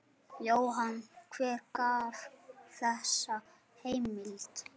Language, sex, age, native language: Icelandic, male, 8, Icelandic